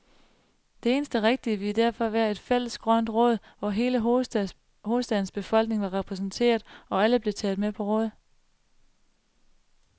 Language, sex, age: Danish, female, 35